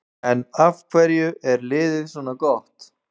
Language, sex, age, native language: Icelandic, male, 20-29, Icelandic